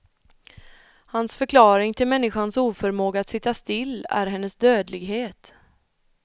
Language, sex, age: Swedish, female, 31